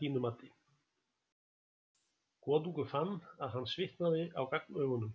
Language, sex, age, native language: Icelandic, male, 60-69, Icelandic